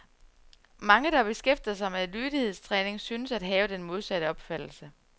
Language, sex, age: Danish, female, 34